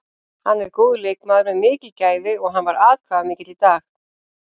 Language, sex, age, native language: Icelandic, female, 40-49, Icelandic